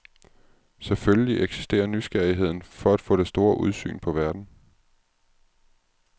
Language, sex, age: Danish, male, 36